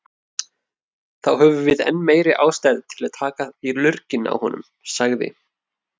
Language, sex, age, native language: Icelandic, male, 30-39, Icelandic